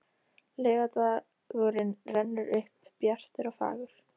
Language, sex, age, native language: Icelandic, female, 13, Icelandic